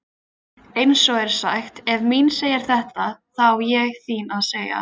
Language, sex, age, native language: Icelandic, female, 20-29, Icelandic